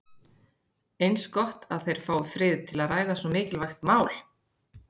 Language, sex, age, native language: Icelandic, female, 30-39, Icelandic